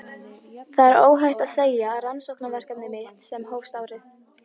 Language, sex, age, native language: Icelandic, female, 18-19, Icelandic